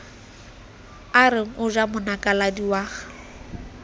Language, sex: Southern Sotho, female